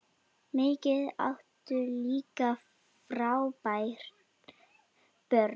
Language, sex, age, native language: Icelandic, female, 9, Icelandic